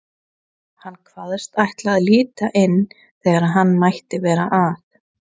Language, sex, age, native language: Icelandic, female, 20-29, Icelandic